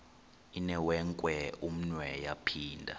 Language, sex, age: Xhosa, male, 23